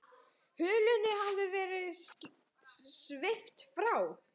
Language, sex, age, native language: Icelandic, male, 10, Icelandic